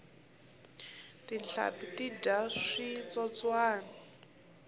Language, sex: Tsonga, female